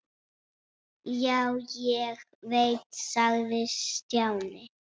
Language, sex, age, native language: Icelandic, female, 6, Icelandic